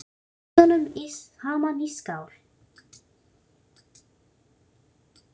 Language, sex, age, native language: Icelandic, female, 9, Icelandic